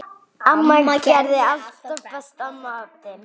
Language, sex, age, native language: Icelandic, male, 9, Icelandic